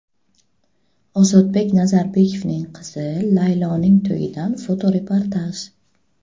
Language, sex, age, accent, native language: Uzbek, female, 25-34, Buxoro, Uzbek